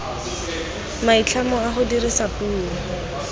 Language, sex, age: Tswana, female, 19